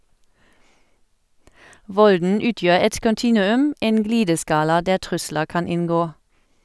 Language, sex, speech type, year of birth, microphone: Norwegian, female, read, 1971, Sennheiser